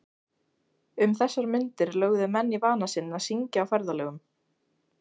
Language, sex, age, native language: Icelandic, female, 16, Icelandic